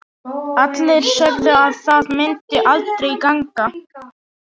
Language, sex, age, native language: Icelandic, male, 18-19, Icelandic